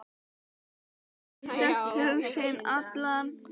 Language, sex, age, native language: Icelandic, female, 12, Icelandic